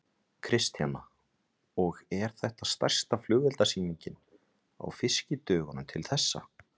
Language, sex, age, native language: Icelandic, male, 30-39, Icelandic